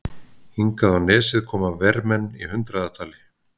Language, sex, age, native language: Icelandic, male, 50-59, Icelandic